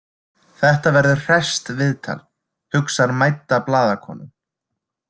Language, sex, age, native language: Icelandic, male, 20-29, Icelandic